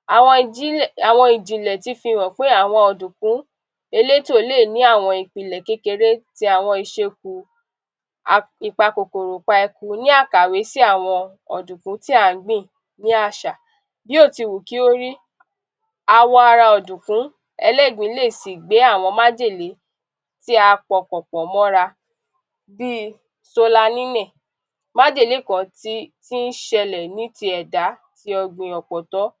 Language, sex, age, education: Yoruba, female, 15-29, tertiary